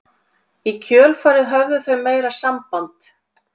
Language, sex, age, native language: Icelandic, female, 40-49, Icelandic